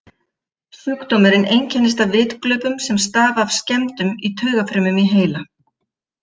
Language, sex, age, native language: Icelandic, female, 50-59, Icelandic